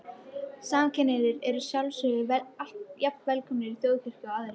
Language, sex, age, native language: Icelandic, female, 13, Icelandic